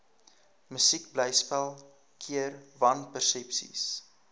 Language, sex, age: Afrikaans, male, 19